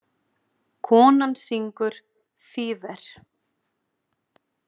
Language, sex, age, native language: Icelandic, female, 30-39, Icelandic